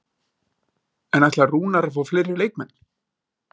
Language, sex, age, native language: Icelandic, male, 30-39, Icelandic